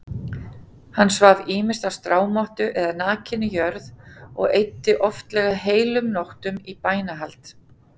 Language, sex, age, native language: Icelandic, female, 40-49, Icelandic